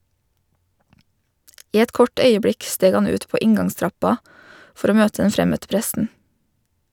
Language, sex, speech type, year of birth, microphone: Norwegian, female, read, 1987, Shure